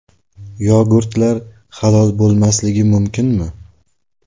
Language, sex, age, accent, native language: Uzbek, male, 18-24, Navoiy, Uzbek